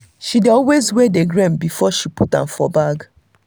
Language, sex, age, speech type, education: Nigerian Pidgin, female, 30-45, spontaneous, tertiary